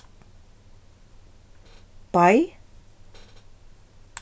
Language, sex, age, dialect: Faroese, female, 36-60, Vágar